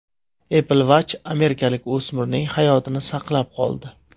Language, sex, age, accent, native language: Uzbek, male, 25-34, Surxondaryo, Uzbek